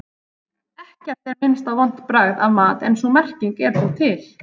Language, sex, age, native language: Icelandic, female, 30-39, Icelandic